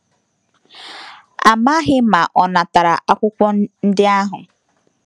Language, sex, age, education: Igbo, female, 15-29, tertiary